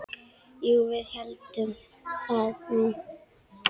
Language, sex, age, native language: Icelandic, female, 10, Icelandic